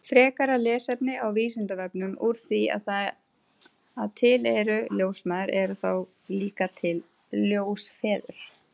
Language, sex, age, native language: Icelandic, female, 30-39, Icelandic